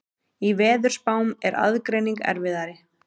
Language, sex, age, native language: Icelandic, female, 30-39, Icelandic